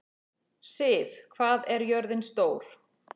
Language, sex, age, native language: Icelandic, female, 40-49, Icelandic